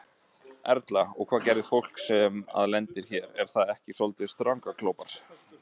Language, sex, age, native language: Icelandic, male, 20-29, Icelandic